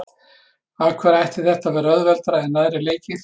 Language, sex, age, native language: Icelandic, male, 60-69, Icelandic